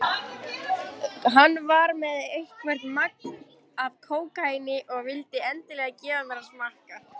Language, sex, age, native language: Icelandic, female, 18-19, Icelandic